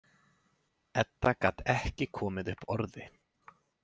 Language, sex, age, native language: Icelandic, male, 20-29, Icelandic